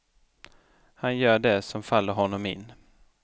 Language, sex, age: Swedish, male, 29